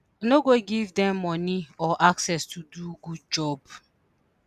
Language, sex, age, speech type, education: Nigerian Pidgin, female, 30-45, spontaneous, tertiary